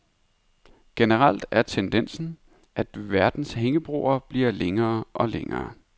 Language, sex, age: Danish, male, 31